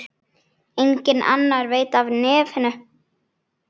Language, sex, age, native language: Icelandic, female, 9, Icelandic